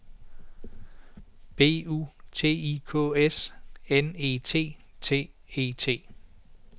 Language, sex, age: Danish, male, 49